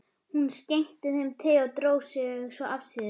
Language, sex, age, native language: Icelandic, female, 12, Icelandic